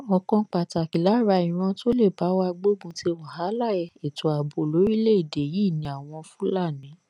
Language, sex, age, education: Yoruba, female, 15-29, tertiary